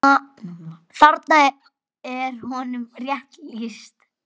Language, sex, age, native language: Icelandic, female, 9, Icelandic